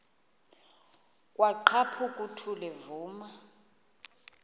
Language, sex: Xhosa, female